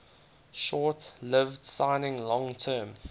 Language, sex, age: English, male, 19